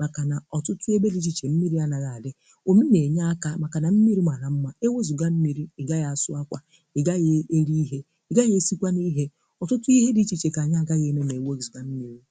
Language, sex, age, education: Igbo, female, 15-29, tertiary